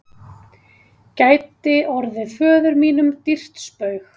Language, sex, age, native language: Icelandic, female, 30-39, Icelandic